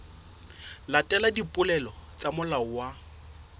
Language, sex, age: Southern Sotho, male, 26